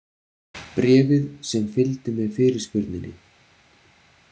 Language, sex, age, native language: Icelandic, male, 40-49, Icelandic